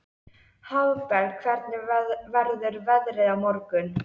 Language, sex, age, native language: Icelandic, male, 13, Icelandic